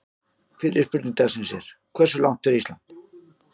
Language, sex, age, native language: Icelandic, male, 50-59, Icelandic